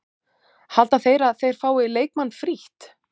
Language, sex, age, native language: Icelandic, female, 30-39, Icelandic